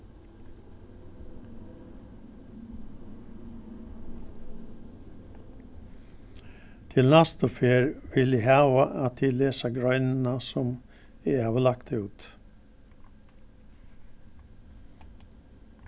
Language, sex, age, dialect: Faroese, male, 61+, Norðurstreymoy/Eysturoy